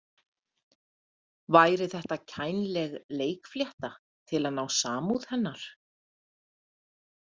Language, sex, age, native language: Icelandic, female, 30-39, Icelandic